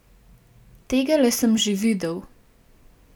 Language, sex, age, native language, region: Slovenian, female, 18-29, Slovenian, Gorenjska region